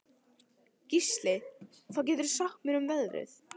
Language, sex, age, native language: Icelandic, female, 14, Italian